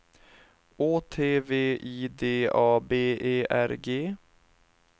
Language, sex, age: Swedish, male, 31